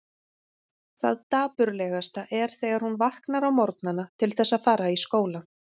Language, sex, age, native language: Icelandic, female, 40-49, Icelandic